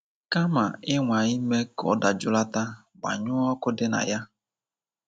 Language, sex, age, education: Igbo, male, 15-29, tertiary